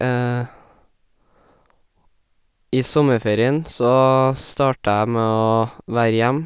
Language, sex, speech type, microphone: Norwegian, male, spontaneous, Sennheiser